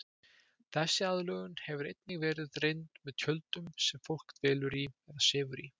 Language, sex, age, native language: Icelandic, male, 20-29, Icelandic